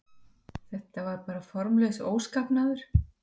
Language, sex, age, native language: Icelandic, female, 50-59, Icelandic